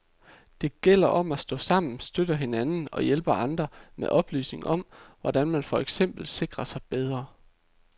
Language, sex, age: Danish, male, 33